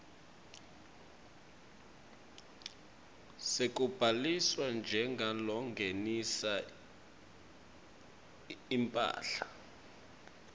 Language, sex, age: Swati, male, 25